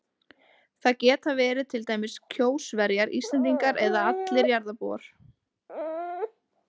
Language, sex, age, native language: Icelandic, female, 20-29, Icelandic